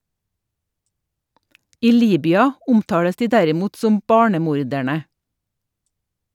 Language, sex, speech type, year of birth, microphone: Norwegian, female, read, 1962, Shure